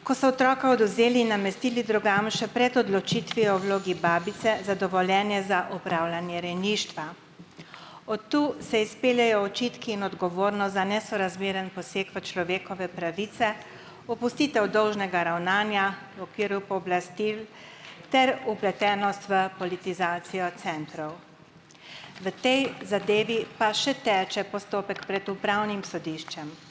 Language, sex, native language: Slovenian, female, Slovenian